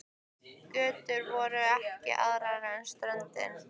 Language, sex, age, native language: Icelandic, female, 15, Icelandic